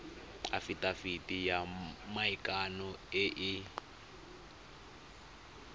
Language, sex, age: Tswana, male, 25